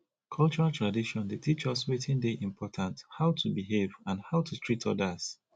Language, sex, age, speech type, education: Nigerian Pidgin, male, 30-45, spontaneous, tertiary